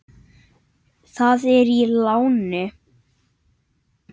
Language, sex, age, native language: Icelandic, male, 9, Icelandic